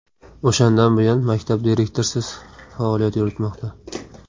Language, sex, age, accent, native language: Uzbek, male, 18-24, Qashqadaryo, Uzbek